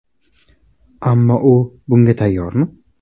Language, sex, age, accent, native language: Uzbek, male, 18-24, Toshkent viloyati, Uzbek